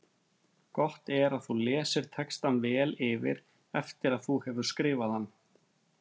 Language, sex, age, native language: Icelandic, male, 30-39, Icelandic